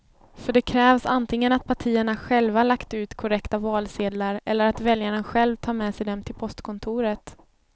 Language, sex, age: Swedish, female, 24